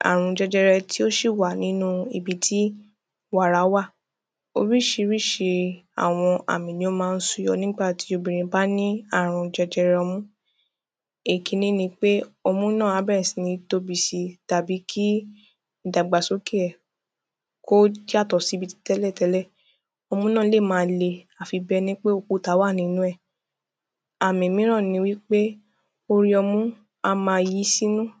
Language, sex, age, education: Yoruba, female, 15-29, tertiary